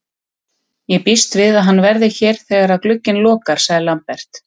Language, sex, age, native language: Icelandic, female, 30-39, Icelandic